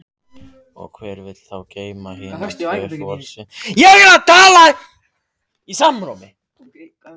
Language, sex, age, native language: Icelandic, other, 15, Icelandic